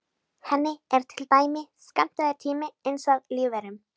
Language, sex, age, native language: Icelandic, female, 18-19, Icelandic